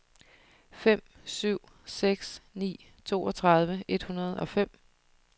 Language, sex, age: Danish, female, 30